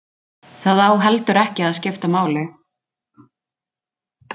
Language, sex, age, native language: Icelandic, female, 20-29, Icelandic